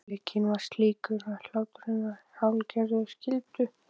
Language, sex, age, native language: Icelandic, male, 12, Icelandic